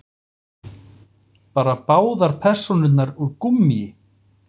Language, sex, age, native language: Icelandic, male, 40-49, Icelandic